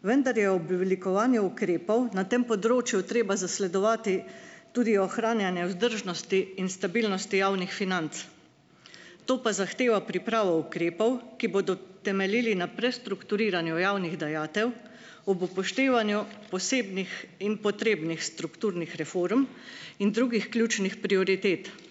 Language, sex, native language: Slovenian, female, Slovenian